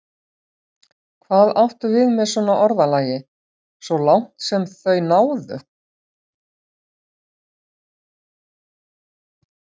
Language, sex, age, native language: Icelandic, female, 60-69, Icelandic